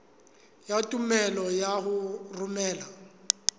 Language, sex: Southern Sotho, male